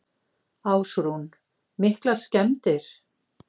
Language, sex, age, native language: Icelandic, female, 50-59, Icelandic